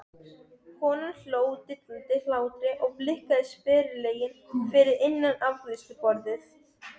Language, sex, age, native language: Icelandic, female, 12, Serbo-Croatian